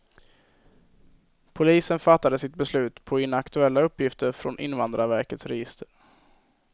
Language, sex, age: Swedish, male, 22